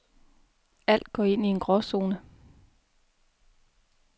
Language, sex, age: Danish, female, 33